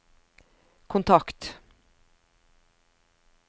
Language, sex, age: Norwegian, female, 50